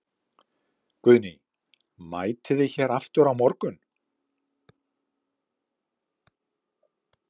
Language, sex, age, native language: Icelandic, male, 70-79, Icelandic